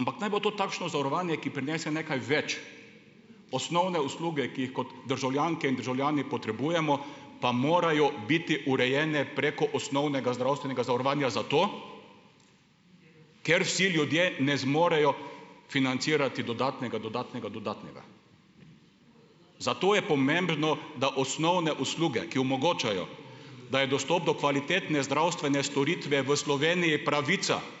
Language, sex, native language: Slovenian, male, Slovenian